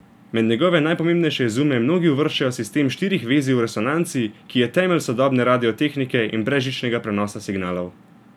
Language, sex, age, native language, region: Slovenian, male, 18-29, Slovenian, Gorenjska region